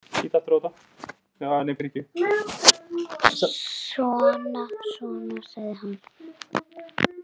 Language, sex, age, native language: Icelandic, female, 6, Icelandic